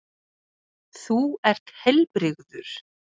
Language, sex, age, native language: Icelandic, female, 30-39, Icelandic